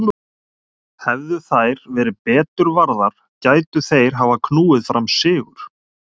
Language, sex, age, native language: Icelandic, male, 30-39, Icelandic